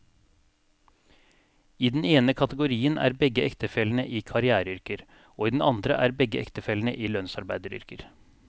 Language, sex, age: Norwegian, male, 42